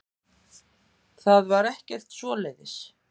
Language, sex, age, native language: Icelandic, female, 50-59, Icelandic